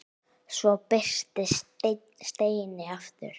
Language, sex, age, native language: Icelandic, female, 9, Icelandic